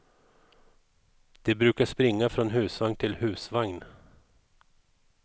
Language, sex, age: Swedish, male, 41